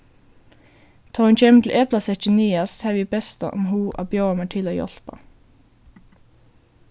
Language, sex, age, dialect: Faroese, female, 15-35, Suðurstreymoy